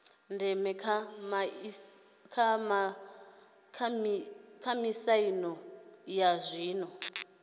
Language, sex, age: Venda, female, 30